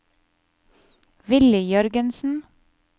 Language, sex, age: Norwegian, female, 30